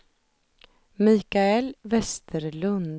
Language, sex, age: Swedish, female, 32